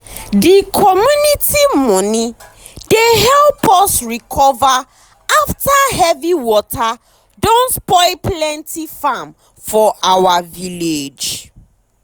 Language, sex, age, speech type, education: Nigerian Pidgin, female, 15-29, spontaneous, tertiary